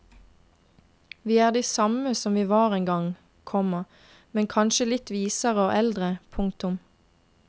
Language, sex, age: Norwegian, female, 22